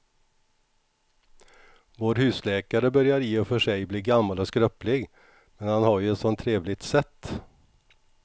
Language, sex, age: Swedish, male, 61